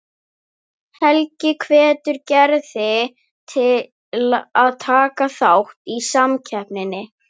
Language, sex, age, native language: Icelandic, female, 11, Icelandic